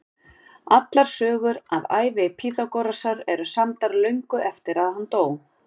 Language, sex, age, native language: Icelandic, female, 50-59, Icelandic